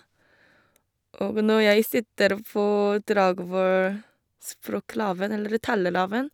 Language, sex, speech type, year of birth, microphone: Norwegian, female, spontaneous, 1989, Shure